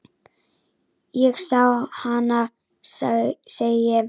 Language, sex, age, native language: Icelandic, female, 10, Icelandic